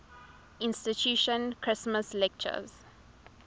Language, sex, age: English, female, 19